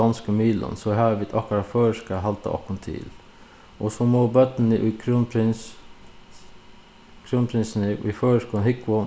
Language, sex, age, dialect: Faroese, male, 36-60, Suðuroy